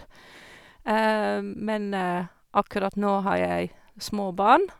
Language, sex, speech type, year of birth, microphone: Norwegian, female, spontaneous, 1978, Sennheiser